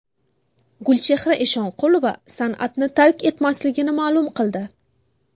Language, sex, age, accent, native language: Uzbek, female, 18-24, Buxoro, Uzbek